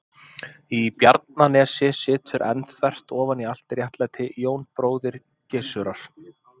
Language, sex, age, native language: Icelandic, male, 30-39, Icelandic